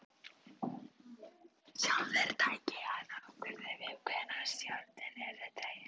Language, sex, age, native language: Icelandic, female, 11, Icelandic